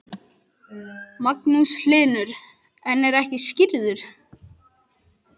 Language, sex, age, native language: Icelandic, male, 11, Icelandic